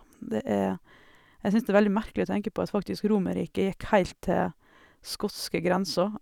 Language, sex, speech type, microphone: Norwegian, female, spontaneous, Sennheiser